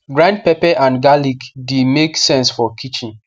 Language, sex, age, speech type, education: Nigerian Pidgin, male, 15-29, spontaneous, tertiary